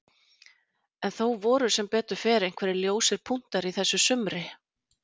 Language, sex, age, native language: Icelandic, female, 40-49, Icelandic